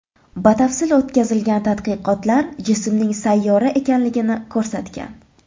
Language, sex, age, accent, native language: Uzbek, female, 25-34, Toshkent shahri, Uzbek